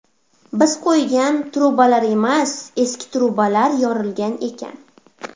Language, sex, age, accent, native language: Uzbek, female, under 19, Farg'ona, Uzbek